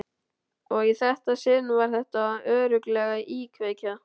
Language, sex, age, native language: Icelandic, male, 12, Icelandic